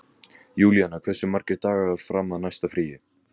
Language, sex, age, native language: Icelandic, male, 18-19, Icelandic